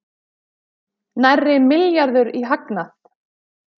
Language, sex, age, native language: Icelandic, female, 30-39, Icelandic